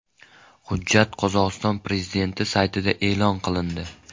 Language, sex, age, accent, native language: Uzbek, male, 18-24, Andijon, Uzbek